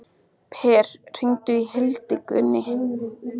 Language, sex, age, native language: Icelandic, male, 14, Icelandic